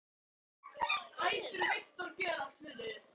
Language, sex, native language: Icelandic, other, Icelandic